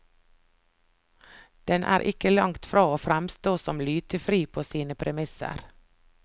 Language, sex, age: Norwegian, female, 49